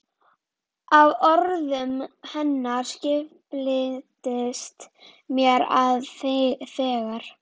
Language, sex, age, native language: Icelandic, female, 11, Icelandic